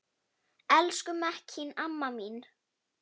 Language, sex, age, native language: Icelandic, female, 9, Icelandic